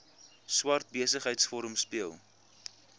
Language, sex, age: Afrikaans, male, 22